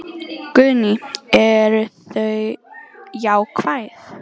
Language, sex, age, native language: Icelandic, female, 18-19, Icelandic